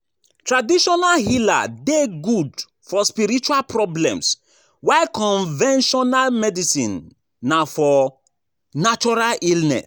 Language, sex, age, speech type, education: Nigerian Pidgin, male, 15-29, spontaneous, tertiary